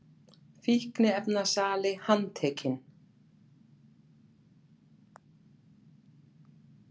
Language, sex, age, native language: Icelandic, female, 40-49, Icelandic